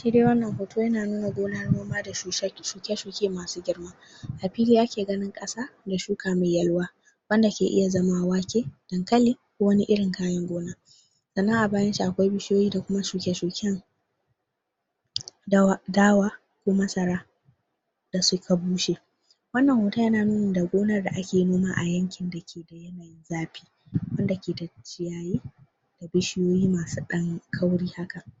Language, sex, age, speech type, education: Hausa, female, 46-60, spontaneous, tertiary